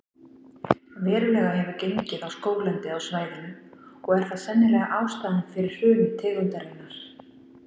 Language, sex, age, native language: Icelandic, female, 40-49, Icelandic